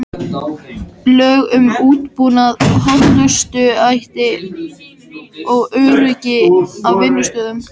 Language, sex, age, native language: Icelandic, male, 13, Icelandic